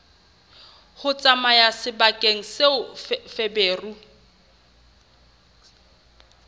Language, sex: Southern Sotho, female